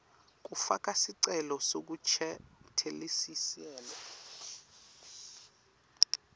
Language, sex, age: Swati, male, 19